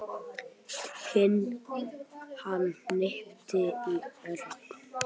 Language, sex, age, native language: Icelandic, male, 10, Icelandic